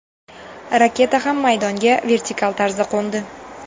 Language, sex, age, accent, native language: Uzbek, female, 19-29, Toshkent viloyati, Uzbek